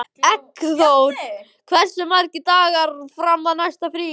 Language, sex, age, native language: Icelandic, male, 14, Icelandic